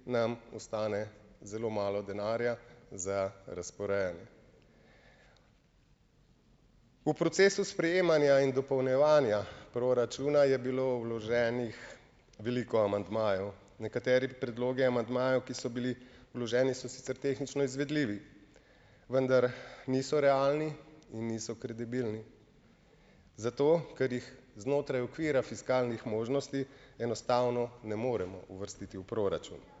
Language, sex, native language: Slovenian, male, Slovenian